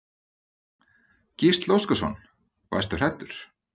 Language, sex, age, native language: Icelandic, male, 30-39, Icelandic